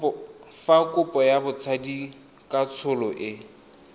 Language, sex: Tswana, male